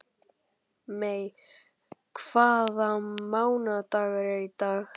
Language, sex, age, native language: Icelandic, male, 12, Icelandic